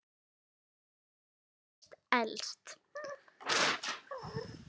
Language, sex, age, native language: Icelandic, female, 9, Icelandic